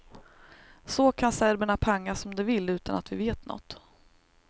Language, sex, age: Swedish, female, 38